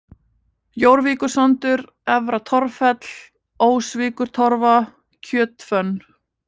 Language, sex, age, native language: Icelandic, female, 20-29, Icelandic